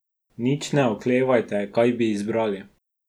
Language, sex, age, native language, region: Slovenian, male, 12-17, Slovenian, Drava region